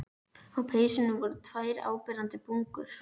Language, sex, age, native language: Icelandic, female, 11, Icelandic